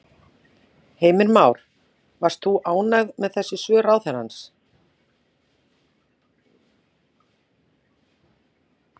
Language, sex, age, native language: Icelandic, female, 40-49, Icelandic